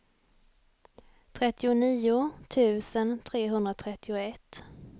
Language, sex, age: Swedish, female, 28